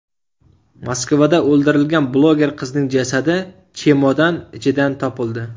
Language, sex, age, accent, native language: Uzbek, male, 18-24, Surxondaryo, Uzbek